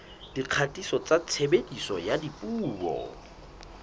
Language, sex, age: Southern Sotho, male, 21